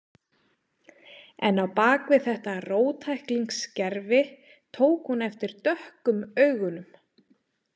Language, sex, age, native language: Icelandic, female, 30-39, Icelandic